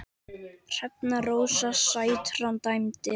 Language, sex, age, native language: Icelandic, male, 10, Icelandic